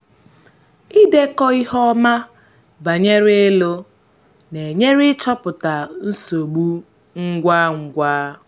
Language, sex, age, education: Igbo, female, 15-29, tertiary